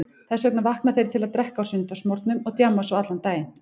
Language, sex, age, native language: Icelandic, female, 18-19, Icelandic